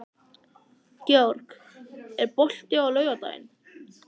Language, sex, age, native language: Icelandic, male, 14, Icelandic